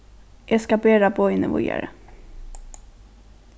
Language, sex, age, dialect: Faroese, female, 15-35, Norðurstreymoy/Eysturoy